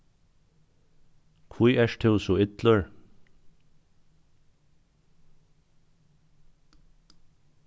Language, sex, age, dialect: Faroese, male, 36-60, Norðuroyggjar